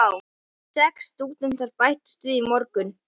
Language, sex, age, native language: Icelandic, male, 11, Icelandic